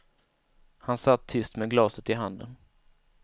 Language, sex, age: Swedish, male, 19